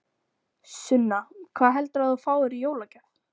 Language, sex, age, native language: Icelandic, female, 14, Icelandic